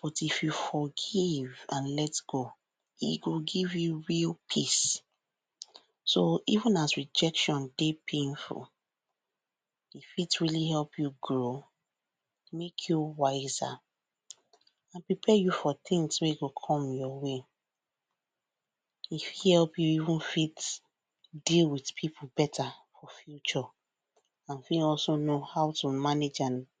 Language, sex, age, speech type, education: Nigerian Pidgin, female, 15-29, spontaneous, tertiary